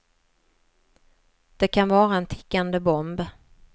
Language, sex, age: Swedish, female, 47